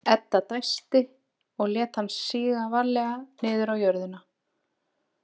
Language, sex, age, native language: Icelandic, female, 30-39, Icelandic